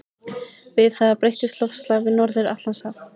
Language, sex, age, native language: Icelandic, female, 20-29, Icelandic